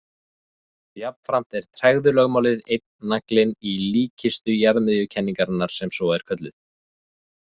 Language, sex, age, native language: Icelandic, male, 20-29, Icelandic